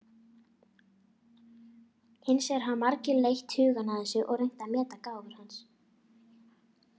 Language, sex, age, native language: Icelandic, female, 40-49, Icelandic